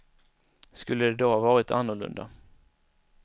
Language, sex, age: Swedish, male, 19